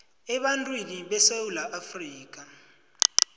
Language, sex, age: South Ndebele, male, 20